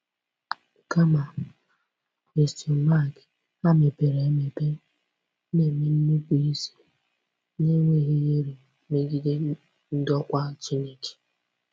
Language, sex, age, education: Igbo, female, 15-29, tertiary